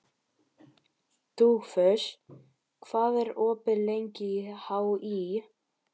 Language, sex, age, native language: Icelandic, female, 12, Icelandic